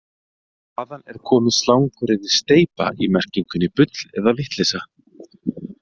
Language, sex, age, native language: Icelandic, male, 30-39, Icelandic